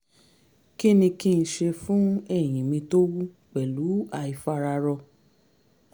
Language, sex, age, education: Yoruba, female, 30-45, tertiary